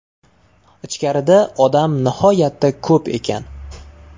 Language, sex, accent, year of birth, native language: Uzbek, male, Toshkent shahri, 1999, Uzbek